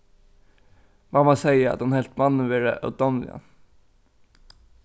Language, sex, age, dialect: Faroese, male, 15-35, Norðuroyggjar